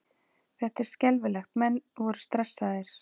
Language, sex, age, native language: Icelandic, female, 40-49, Icelandic